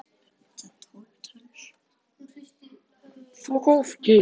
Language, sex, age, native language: Icelandic, male, 13, Icelandic